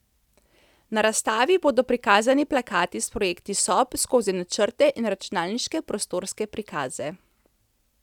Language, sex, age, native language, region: Slovenian, female, 30-49, Slovenian, Central Slovenia